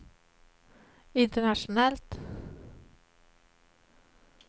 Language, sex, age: Swedish, female, 38